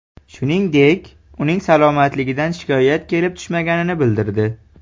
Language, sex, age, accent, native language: Uzbek, male, 18-24, Farg'ona, Uzbek